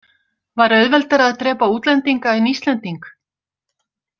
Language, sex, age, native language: Icelandic, female, 60-69, Icelandic